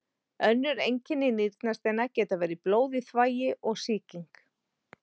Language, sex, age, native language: Icelandic, female, 40-49, Icelandic